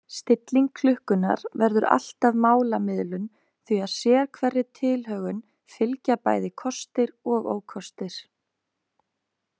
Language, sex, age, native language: Icelandic, female, 20-29, Icelandic